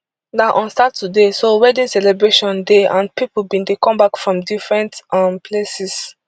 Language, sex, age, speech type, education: Nigerian Pidgin, female, 15-29, spontaneous, tertiary